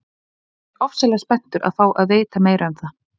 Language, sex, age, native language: Icelandic, female, 20-29, Icelandic